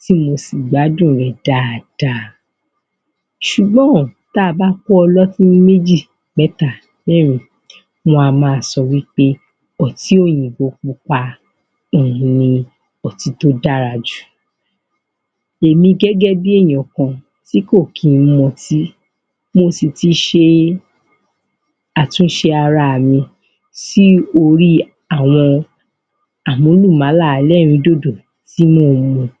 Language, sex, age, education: Yoruba, female, 15-29, tertiary